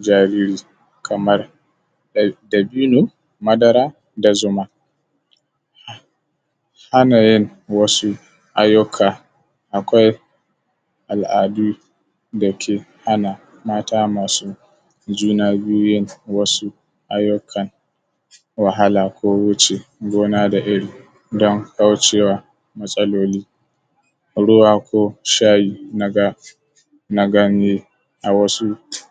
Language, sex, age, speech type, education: Hausa, male, 15-29, spontaneous, tertiary